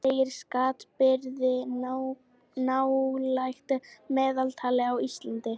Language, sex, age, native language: Icelandic, female, 18-19, Icelandic